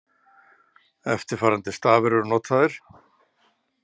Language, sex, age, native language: Icelandic, male, 60-69, Icelandic